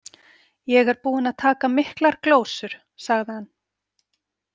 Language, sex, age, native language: Icelandic, female, 40-49, Icelandic